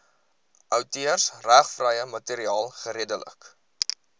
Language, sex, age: Afrikaans, male, 20